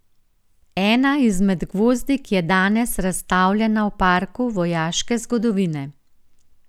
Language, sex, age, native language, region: Slovenian, female, 50-59, Slovenian, Gorenjska region